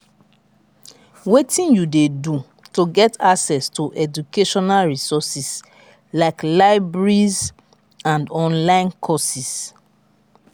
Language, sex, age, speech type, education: Nigerian Pidgin, female, 30-45, spontaneous, tertiary